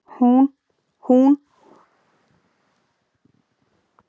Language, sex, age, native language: Icelandic, female, 30-39, Icelandic